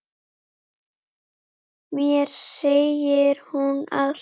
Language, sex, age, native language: Icelandic, male, 10, Icelandic